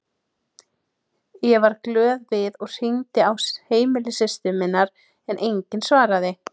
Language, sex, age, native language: Icelandic, female, 30-39, Icelandic